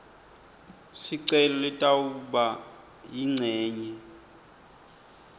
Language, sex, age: Swati, male, 20